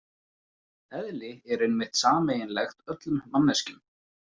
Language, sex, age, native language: Icelandic, male, 20-29, Icelandic